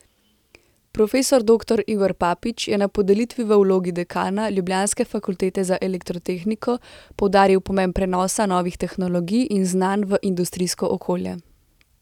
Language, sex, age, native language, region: Slovenian, female, 18-29, Slovenian, Central Slovenia